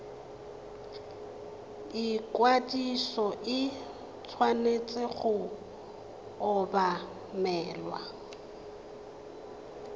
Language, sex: Tswana, female